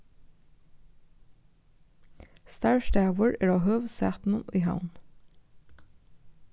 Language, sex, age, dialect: Faroese, female, 15-35, Norðurstreymoy/Eysturoy